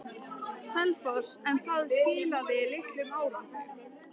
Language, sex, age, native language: Icelandic, female, 13, Icelandic